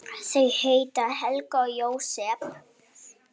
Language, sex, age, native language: Icelandic, male, 7, Icelandic